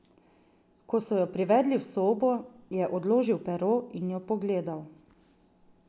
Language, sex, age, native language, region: Slovenian, female, 30-49, Slovenian, Drava region